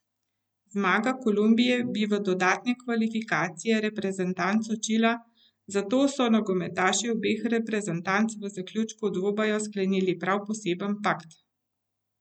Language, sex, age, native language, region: Slovenian, female, 50-59, Slovenian, Central Slovenia